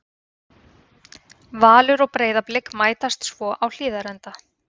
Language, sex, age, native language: Icelandic, female, 30-39, Icelandic